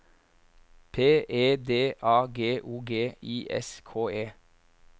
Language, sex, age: Norwegian, male, 24